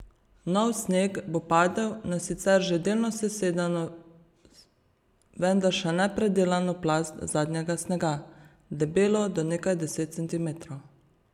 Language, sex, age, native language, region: Slovenian, female, 30-49, Slovenian, Savinja region